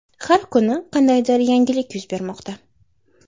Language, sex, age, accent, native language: Uzbek, female, 18-24, Toshkent shahri, Uzbek